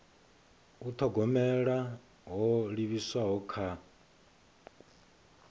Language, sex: Venda, male